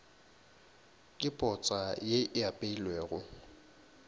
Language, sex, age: Northern Sotho, male, 23